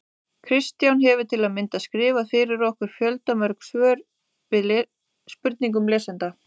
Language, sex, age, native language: Icelandic, female, 30-39, Icelandic